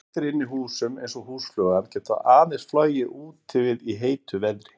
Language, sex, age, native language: Icelandic, male, 50-59, Icelandic